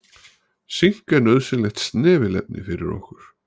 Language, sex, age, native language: Icelandic, male, 40-49, Icelandic